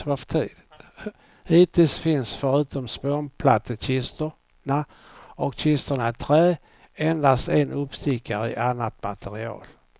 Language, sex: Swedish, male